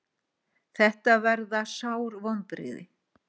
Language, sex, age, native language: Icelandic, female, 60-69, Icelandic